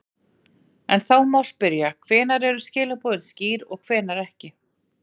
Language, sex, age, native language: Icelandic, female, 40-49, Icelandic